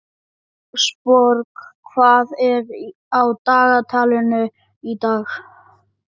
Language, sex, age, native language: Icelandic, male, 11, Icelandic